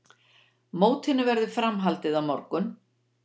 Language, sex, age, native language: Icelandic, female, 60-69, Icelandic